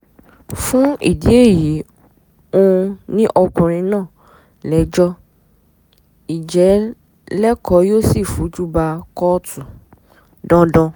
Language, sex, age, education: Yoruba, female, 15-29, tertiary